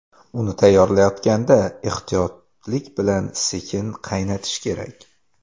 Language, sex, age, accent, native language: Uzbek, male, 18-24, Qoraqalpog'iston, Uzbek